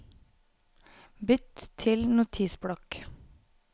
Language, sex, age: Norwegian, female, 28